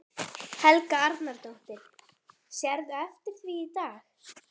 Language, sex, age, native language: Icelandic, female, 12, Icelandic